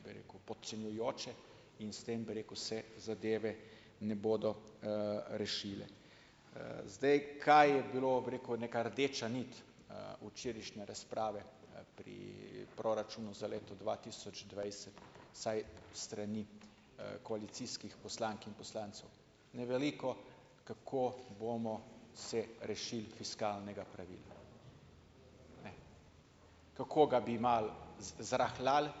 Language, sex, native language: Slovenian, male, Slovenian